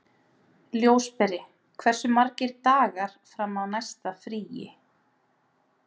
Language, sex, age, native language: Icelandic, female, 30-39, Icelandic